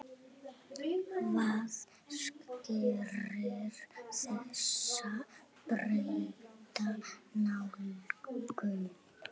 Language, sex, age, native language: Icelandic, female, 8, Icelandic